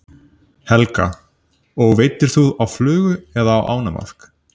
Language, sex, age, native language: Icelandic, male, 30-39, Icelandic